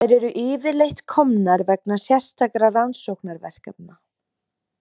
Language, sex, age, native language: Icelandic, female, 20-29, Icelandic